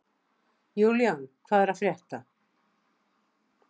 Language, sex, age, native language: Icelandic, female, 60-69, Icelandic